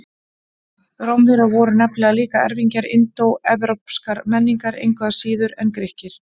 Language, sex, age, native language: Icelandic, female, 40-49, Icelandic